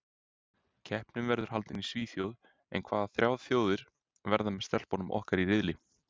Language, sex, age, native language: Icelandic, male, 30-39, Icelandic